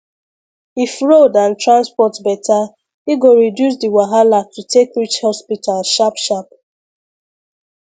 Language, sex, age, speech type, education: Nigerian Pidgin, female, 15-29, spontaneous, secondary